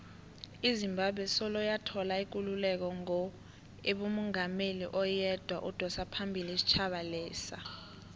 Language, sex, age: South Ndebele, female, 18